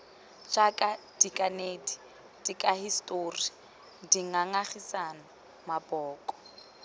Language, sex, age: Tswana, female, 21